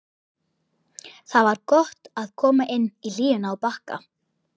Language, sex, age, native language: Icelandic, male, 11, Icelandic